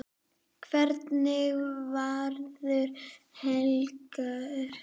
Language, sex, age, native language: Icelandic, female, 8, Icelandic